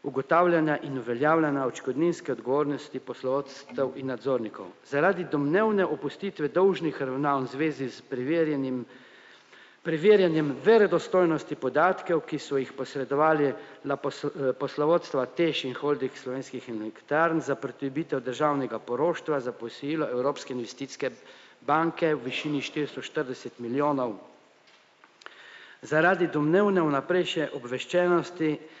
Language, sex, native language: Slovenian, male, Slovenian